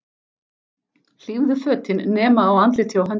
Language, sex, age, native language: Icelandic, female, 14, Icelandic